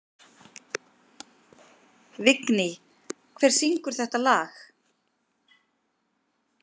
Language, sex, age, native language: Icelandic, female, 50-59, Icelandic